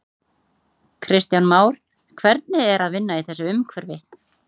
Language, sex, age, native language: Icelandic, female, 30-39, Icelandic